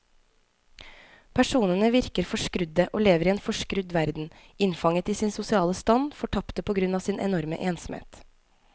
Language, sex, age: Norwegian, female, 25